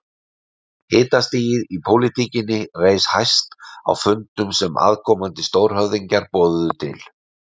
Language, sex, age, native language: Icelandic, male, 60-69, Icelandic